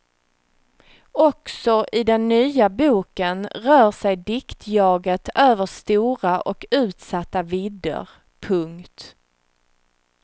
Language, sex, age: Swedish, female, 36